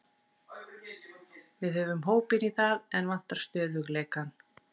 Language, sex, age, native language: Icelandic, female, 40-49, Icelandic